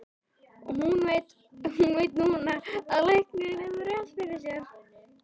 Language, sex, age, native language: Icelandic, female, 13, Icelandic